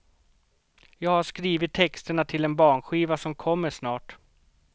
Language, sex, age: Swedish, male, 38